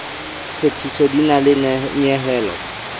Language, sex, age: Southern Sotho, male, 30